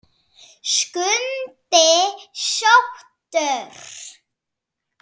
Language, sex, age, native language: Icelandic, female, 7, Icelandic